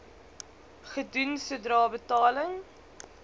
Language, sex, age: Afrikaans, female, 20